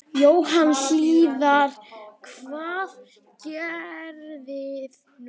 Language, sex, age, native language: Icelandic, female, 9, Icelandic